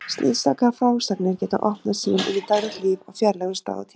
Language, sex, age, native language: Icelandic, female, 30-39, Icelandic